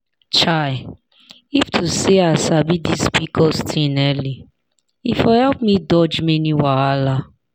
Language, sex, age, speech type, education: Nigerian Pidgin, female, 30-45, spontaneous, tertiary